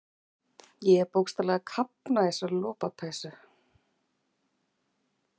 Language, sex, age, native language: Icelandic, female, 40-49, Icelandic